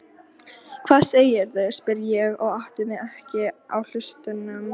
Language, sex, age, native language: Icelandic, female, 13, Icelandic